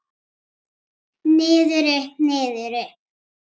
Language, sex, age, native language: Icelandic, female, 8, Icelandic